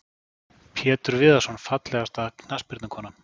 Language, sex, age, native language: Icelandic, male, 40-49, Icelandic